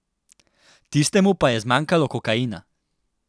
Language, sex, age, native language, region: Slovenian, male, 18-29, Slovenian, Central Slovenia